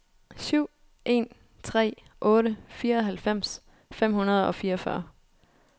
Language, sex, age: Danish, female, 29